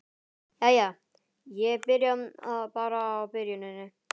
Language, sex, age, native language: Icelandic, male, 11, Icelandic